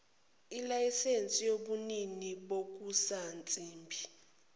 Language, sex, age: Zulu, female, 29